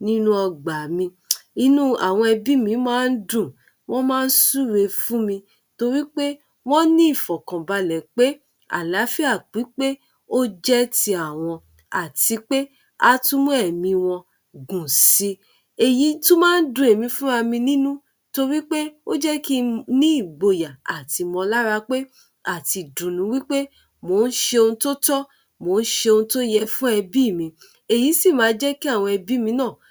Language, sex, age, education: Yoruba, female, 30-45, tertiary